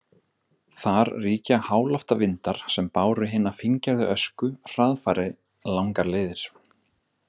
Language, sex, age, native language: Icelandic, male, 30-39, Icelandic